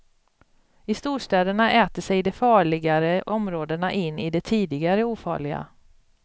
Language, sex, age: Swedish, female, 42